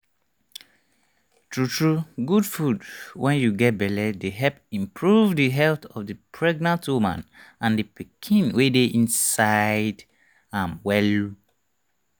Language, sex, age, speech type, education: Nigerian Pidgin, male, 30-45, spontaneous, tertiary